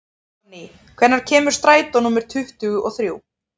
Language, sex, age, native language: Icelandic, female, 30-39, Icelandic